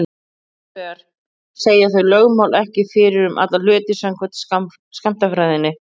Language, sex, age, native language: Icelandic, female, 40-49, Icelandic